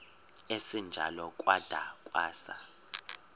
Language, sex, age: Xhosa, male, 31